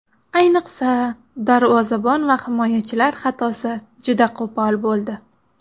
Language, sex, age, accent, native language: Uzbek, female, 19-29, Xorazm, Uzbek